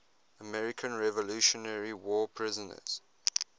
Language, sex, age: English, male, 21